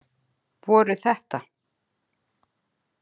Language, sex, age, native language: Icelandic, female, 50-59, Icelandic